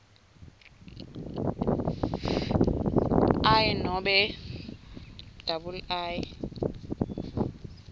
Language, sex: Swati, female